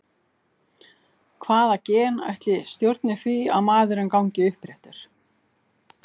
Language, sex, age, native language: Icelandic, female, 50-59, Icelandic